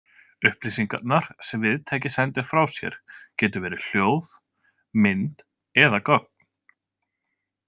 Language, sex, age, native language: Icelandic, male, 20-29, Icelandic